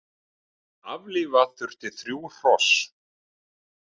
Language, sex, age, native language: Icelandic, male, 30-39, Icelandic